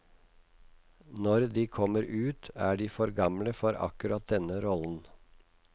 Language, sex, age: Norwegian, male, 56